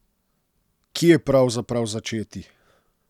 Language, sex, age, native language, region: Slovenian, male, 30-49, Slovenian, Posavska region